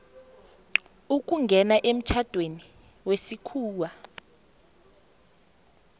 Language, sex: South Ndebele, female